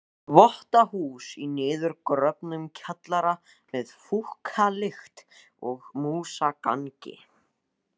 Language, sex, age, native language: Icelandic, male, 14, Icelandic